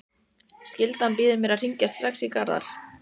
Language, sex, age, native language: Icelandic, female, 14, Icelandic